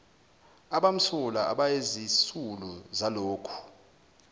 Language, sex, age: Zulu, male, 19